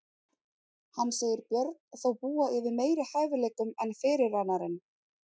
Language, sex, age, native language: Icelandic, female, 30-39, Icelandic